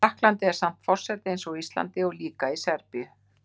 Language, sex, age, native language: Icelandic, female, 60-69, Icelandic